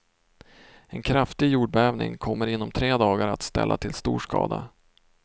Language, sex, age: Swedish, male, 32